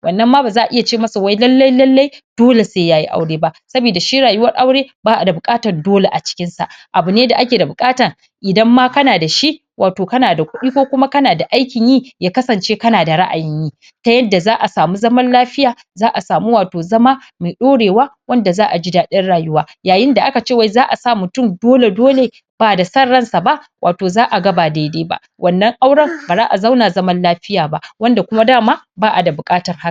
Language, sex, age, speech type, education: Hausa, female, 46-60, spontaneous, tertiary